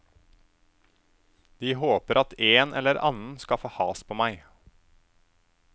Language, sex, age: Norwegian, male, 27